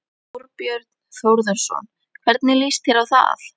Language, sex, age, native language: Icelandic, female, 11, Icelandic